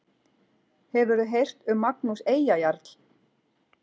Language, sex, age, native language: Icelandic, female, 40-49, Icelandic